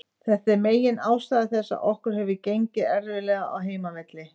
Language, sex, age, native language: Icelandic, female, 50-59, Icelandic